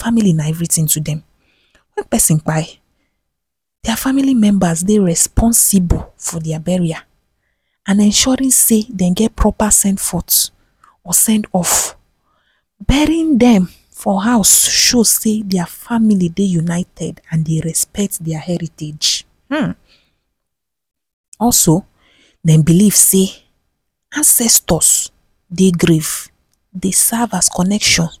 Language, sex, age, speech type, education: Nigerian Pidgin, female, 15-29, spontaneous, tertiary